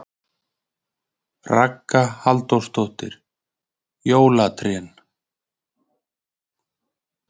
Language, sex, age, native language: Icelandic, male, 20-29, Icelandic